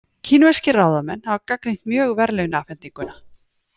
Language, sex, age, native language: Icelandic, female, 40-49, Icelandic